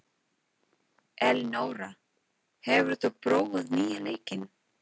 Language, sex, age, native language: Icelandic, female, 20-29, Filipino